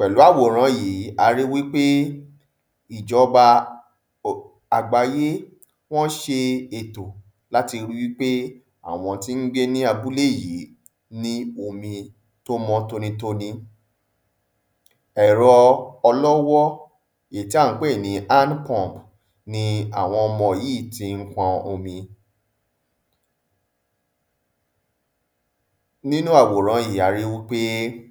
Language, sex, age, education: Yoruba, male, 30-45, tertiary